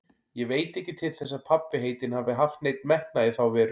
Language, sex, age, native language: Icelandic, male, 40-49, Icelandic